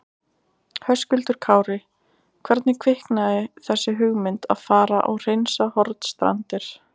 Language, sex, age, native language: Icelandic, female, 20-29, Icelandic